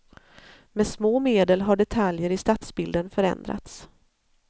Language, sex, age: Swedish, female, 40